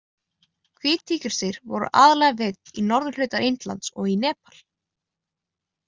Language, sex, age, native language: Icelandic, female, 20-29, Icelandic